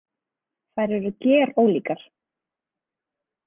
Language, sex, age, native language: Icelandic, female, 20-29, Icelandic